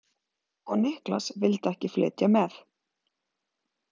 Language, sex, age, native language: Icelandic, female, 40-49, Icelandic